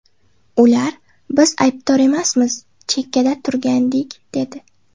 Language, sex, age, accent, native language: Uzbek, female, 19-29, Xorazm, Uzbek